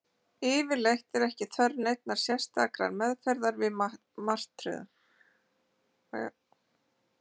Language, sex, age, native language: Icelandic, female, 40-49, Icelandic